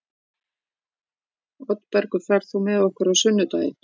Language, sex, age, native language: Icelandic, female, 50-59, Icelandic